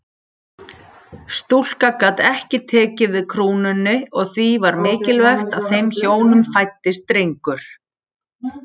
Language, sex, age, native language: Icelandic, female, 40-49, Icelandic